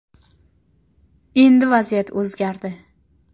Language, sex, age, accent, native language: Uzbek, female, 18-24, Qashqadaryo, Uzbek